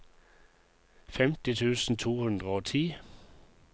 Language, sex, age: Norwegian, male, 51